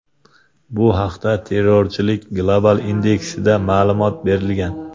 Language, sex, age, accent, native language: Uzbek, male, 25-34, Andijon, Uzbek